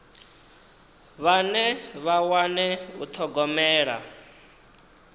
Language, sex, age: Venda, male, 19